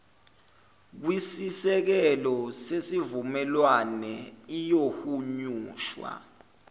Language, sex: Zulu, male